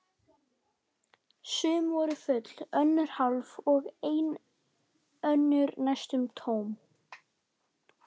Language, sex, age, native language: Icelandic, female, 12, Icelandic